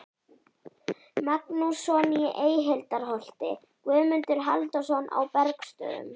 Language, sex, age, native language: Icelandic, female, 11, Icelandic